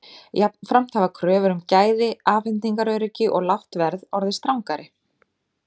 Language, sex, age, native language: Icelandic, female, 30-39, Icelandic